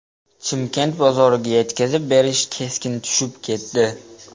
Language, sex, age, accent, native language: Uzbek, male, 12-17, Namangan, Uzbek